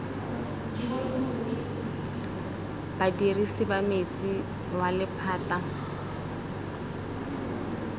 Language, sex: Tswana, female